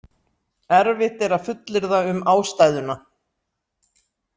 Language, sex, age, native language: Icelandic, female, 60-69, Icelandic